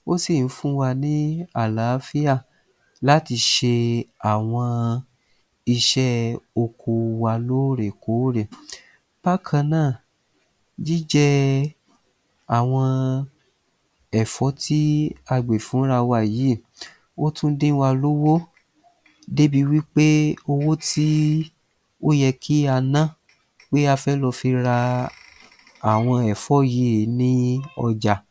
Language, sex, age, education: Yoruba, male, 30-45, tertiary